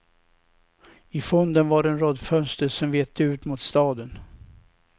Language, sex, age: Swedish, male, 67